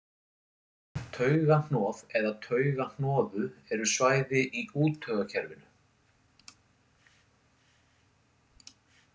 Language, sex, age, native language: Icelandic, male, 40-49, Icelandic